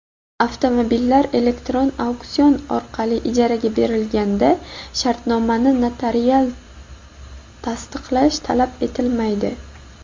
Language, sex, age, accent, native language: Uzbek, female, 19-29, Buxoro, Uzbek